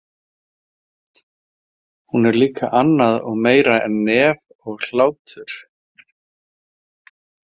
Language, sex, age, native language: Icelandic, male, 40-49, Icelandic